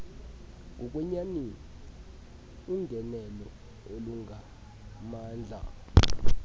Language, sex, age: Xhosa, male, 32